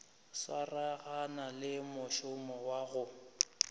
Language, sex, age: Northern Sotho, male, 25